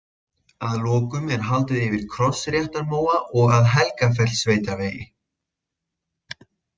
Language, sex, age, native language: Icelandic, male, 20-29, Icelandic